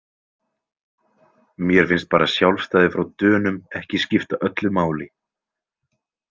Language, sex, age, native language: Icelandic, male, 20-29, Icelandic